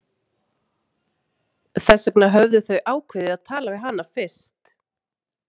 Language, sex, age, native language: Icelandic, female, 30-39, Icelandic